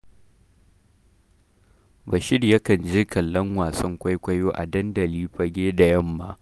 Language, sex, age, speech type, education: Hausa, male, 15-29, read, primary